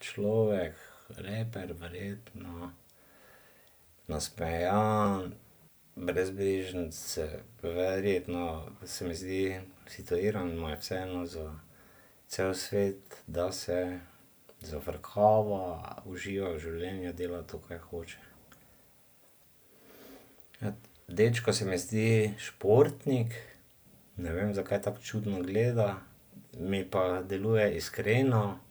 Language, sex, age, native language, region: Slovenian, male, 50-59, Slovenian, Drava region